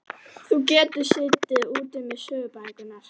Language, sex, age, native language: Icelandic, female, 12, Icelandic